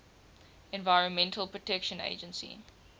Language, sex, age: English, female, 18